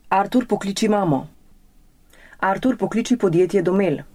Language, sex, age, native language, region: Slovenian, female, 30-49, Slovenian, Central Slovenia